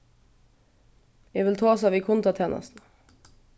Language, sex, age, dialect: Faroese, female, 15-35, Vágar